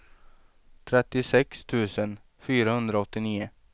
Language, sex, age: Swedish, male, 23